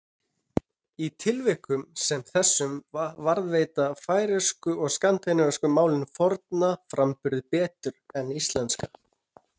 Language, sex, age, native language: Icelandic, male, 30-39, Icelandic